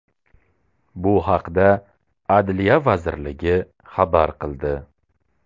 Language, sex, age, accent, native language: Uzbek, male, 18-24, Samarqand, Uzbek